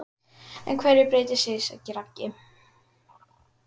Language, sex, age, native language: Icelandic, female, 10, Icelandic